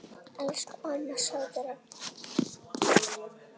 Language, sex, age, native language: Icelandic, female, 8, Icelandic